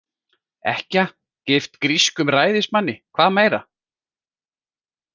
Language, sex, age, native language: Icelandic, male, 40-49, Icelandic